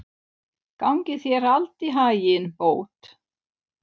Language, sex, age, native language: Icelandic, female, 30-39, Swedish